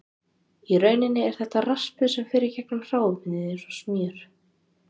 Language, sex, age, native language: Icelandic, female, 30-39, Icelandic